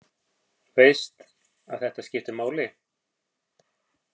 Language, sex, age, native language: Icelandic, male, 50-59, Icelandic